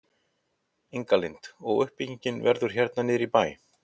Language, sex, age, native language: Icelandic, male, 50-59, Icelandic